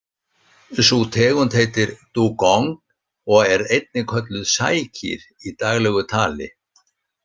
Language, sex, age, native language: Icelandic, male, 60-69, Icelandic